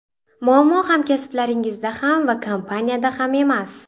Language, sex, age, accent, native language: Uzbek, female, 12-17, Sirdaryo, Uzbek